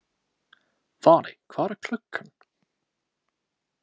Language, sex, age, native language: Icelandic, male, 20-29, English